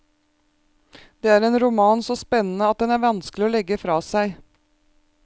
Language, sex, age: Norwegian, female, 36